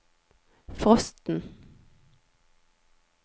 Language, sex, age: Norwegian, female, 39